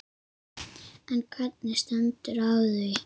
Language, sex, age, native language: Icelandic, male, 8, Icelandic